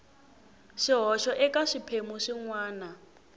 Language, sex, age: Tsonga, female, 18